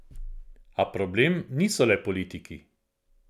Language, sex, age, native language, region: Slovenian, male, 50-59, Slovenian, Central Slovenia